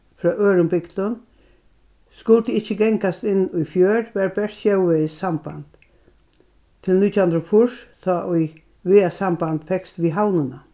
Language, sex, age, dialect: Faroese, female, 61+, Norðurstreymoy/Eysturoy